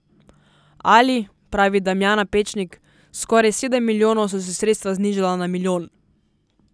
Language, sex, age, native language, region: Slovenian, female, 18-29, Slovenian, Southeast Slovenia